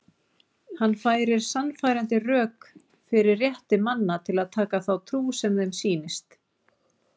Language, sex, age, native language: Icelandic, female, 40-49, Icelandic